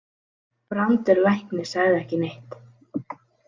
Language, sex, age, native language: Icelandic, female, 18-19, Icelandic